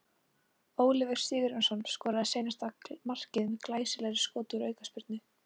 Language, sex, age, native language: Icelandic, female, 18-19, Icelandic